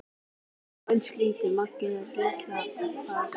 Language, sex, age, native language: Icelandic, female, 11, Icelandic